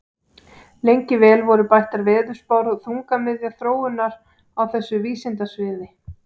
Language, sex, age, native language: Icelandic, female, 18-19, Icelandic